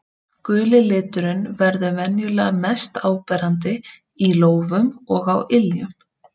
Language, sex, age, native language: Icelandic, female, 30-39, Icelandic